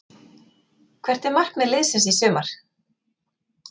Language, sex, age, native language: Icelandic, female, 40-49, Icelandic